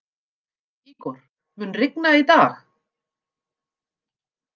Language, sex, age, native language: Icelandic, female, 50-59, Icelandic